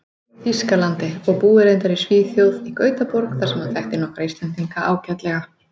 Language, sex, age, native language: Icelandic, female, 40-49, Icelandic